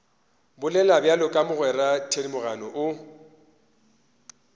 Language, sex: Northern Sotho, male